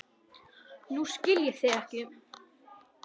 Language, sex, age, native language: Icelandic, male, 10, Icelandic